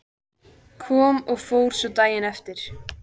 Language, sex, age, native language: Icelandic, female, 14, Icelandic